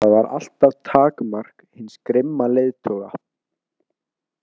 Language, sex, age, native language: Icelandic, male, 18-19, Icelandic